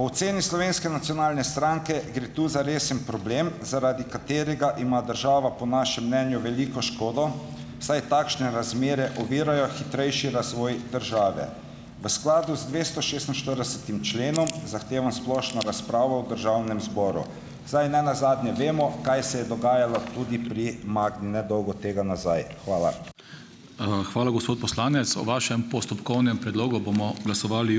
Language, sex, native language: Slovenian, male, Slovenian